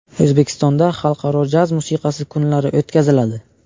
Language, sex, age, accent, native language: Uzbek, male, 18-24, Buxoro, Uzbek